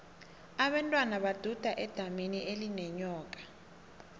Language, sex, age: South Ndebele, female, 18